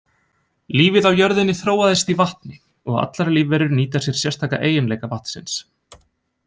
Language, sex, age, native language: Icelandic, male, 20-29, Icelandic